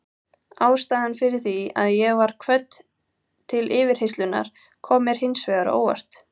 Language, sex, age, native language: Icelandic, female, 18-19, Icelandic